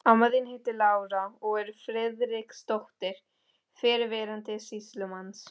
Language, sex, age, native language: Icelandic, female, 13, Spanish